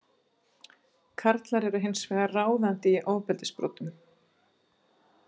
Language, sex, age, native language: Icelandic, female, 40-49, Icelandic